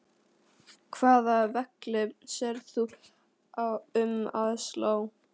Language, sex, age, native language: Icelandic, female, 11, Icelandic